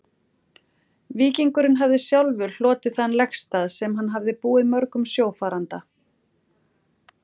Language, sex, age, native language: Icelandic, female, 40-49, Icelandic